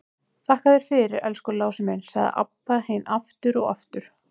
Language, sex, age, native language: Icelandic, female, 30-39, Icelandic